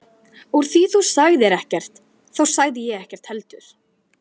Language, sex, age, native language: Icelandic, female, 11, Icelandic